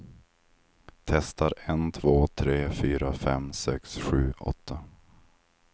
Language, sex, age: Swedish, male, 25